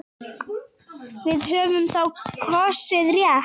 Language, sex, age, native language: Icelandic, female, 8, Icelandic